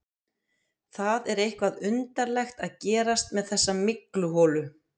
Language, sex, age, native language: Icelandic, female, 50-59, Icelandic